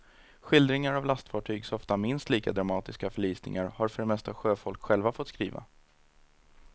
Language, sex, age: Swedish, male, 30